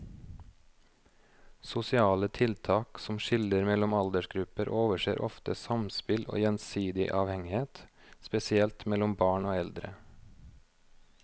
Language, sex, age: Norwegian, male, 29